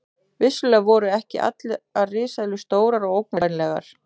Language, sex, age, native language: Icelandic, female, 30-39, Icelandic